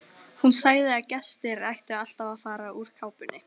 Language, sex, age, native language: Icelandic, female, 13, Icelandic